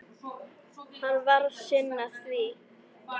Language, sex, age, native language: Icelandic, female, 9, Icelandic